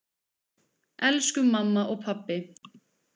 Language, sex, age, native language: Icelandic, female, 20-29, Icelandic